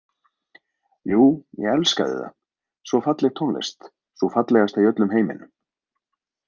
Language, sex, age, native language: Icelandic, male, 20-29, Icelandic